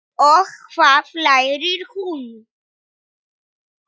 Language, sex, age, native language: Icelandic, male, 9, Polish